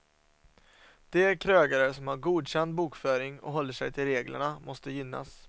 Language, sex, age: Swedish, male, 27